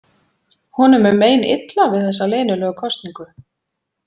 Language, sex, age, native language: Icelandic, female, 40-49, Icelandic